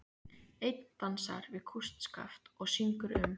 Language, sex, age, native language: Icelandic, female, 15, Icelandic